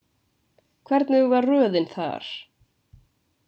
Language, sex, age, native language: Icelandic, female, 20-29, Icelandic